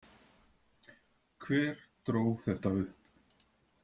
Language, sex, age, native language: Icelandic, male, 40-49, Icelandic